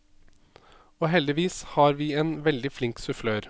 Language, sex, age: Norwegian, male, 27